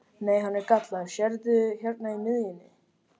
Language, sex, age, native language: Icelandic, male, 13, Icelandic